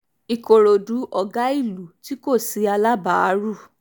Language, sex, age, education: Yoruba, female, 15-29, tertiary